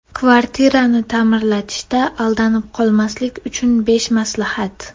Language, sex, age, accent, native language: Uzbek, female, 12-17, Namangan, Uzbek